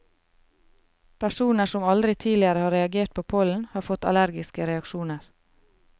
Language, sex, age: Norwegian, female, 33